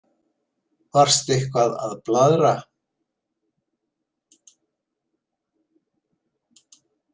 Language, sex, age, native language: Icelandic, male, 70-79, Icelandic